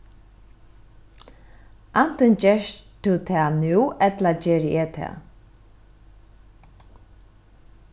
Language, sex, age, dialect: Faroese, female, 36-60, Norðuroyggjar